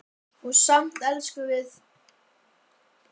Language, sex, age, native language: Icelandic, female, 50-59, Icelandic